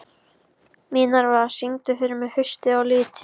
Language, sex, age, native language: Icelandic, male, 14, Icelandic